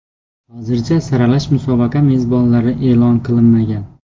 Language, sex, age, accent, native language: Uzbek, male, 18-24, Xorazm, Uzbek